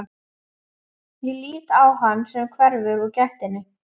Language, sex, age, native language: Icelandic, female, 11, Icelandic